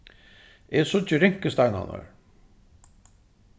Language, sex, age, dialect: Faroese, male, 36-60, Suðuroy